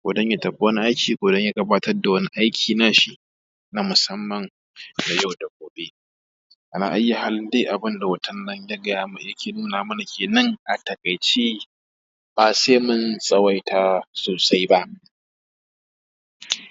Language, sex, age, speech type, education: Hausa, male, 15-29, spontaneous, tertiary